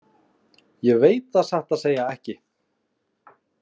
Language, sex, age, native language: Icelandic, male, 20-29, Icelandic